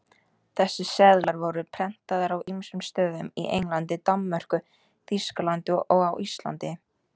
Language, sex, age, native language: Icelandic, female, 18-19, Icelandic